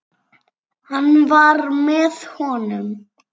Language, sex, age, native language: Icelandic, female, 7, Icelandic